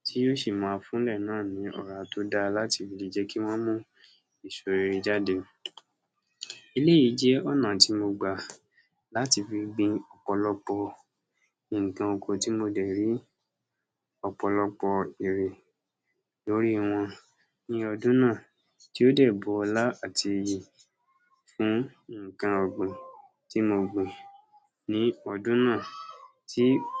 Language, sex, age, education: Yoruba, male, 46-60, tertiary